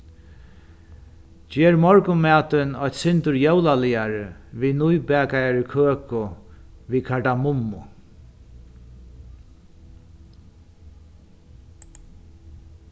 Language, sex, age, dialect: Faroese, male, 61+, Norðuroyggjar